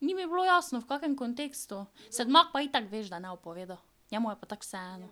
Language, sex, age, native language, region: Slovenian, female, 12-17, Slovenian, Drava region